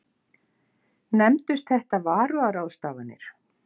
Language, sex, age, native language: Icelandic, female, 50-59, Icelandic